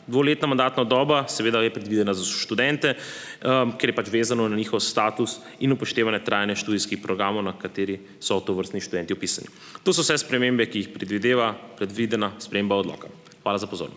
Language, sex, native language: Slovenian, male, Slovenian